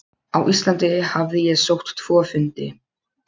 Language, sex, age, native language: Icelandic, male, 12, Polish